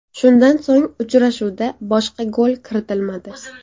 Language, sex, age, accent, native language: Uzbek, female, 18-24, Farg'ona, Uzbek